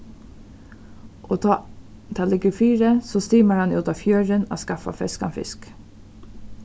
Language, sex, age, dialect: Faroese, female, 36-60, Suðurstreymoy